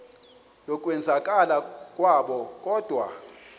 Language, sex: Xhosa, male